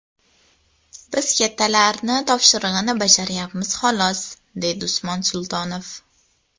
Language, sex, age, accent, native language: Uzbek, female, under 19, Toshkent viloyati, Uzbek